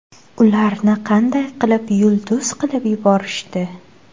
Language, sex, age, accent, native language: Uzbek, female, 18-24, Xorazm, Uzbek